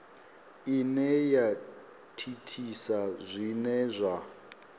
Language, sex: Venda, male